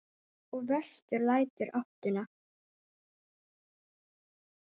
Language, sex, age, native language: Icelandic, female, 9, Icelandic